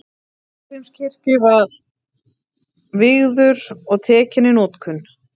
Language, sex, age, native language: Icelandic, female, 30-39, Icelandic